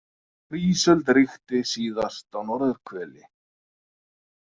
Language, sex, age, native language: Icelandic, male, 30-39, Icelandic